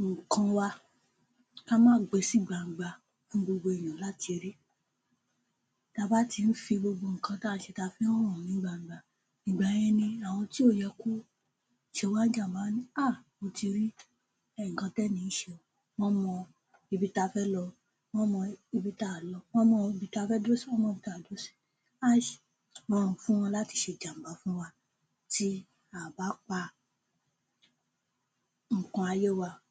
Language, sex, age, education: Yoruba, female, 15-29, tertiary